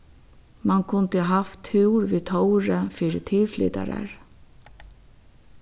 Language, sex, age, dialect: Faroese, female, 36-60, Suðurstreymoy